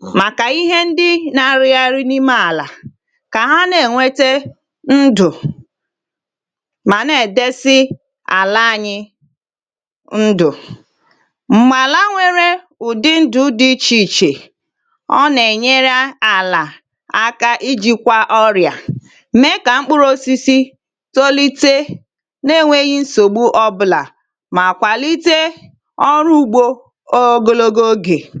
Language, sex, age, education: Igbo, female, 15-29, tertiary